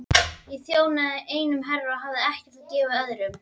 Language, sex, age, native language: Icelandic, female, 12, Icelandic